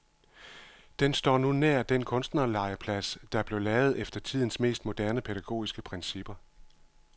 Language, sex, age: Danish, male, 51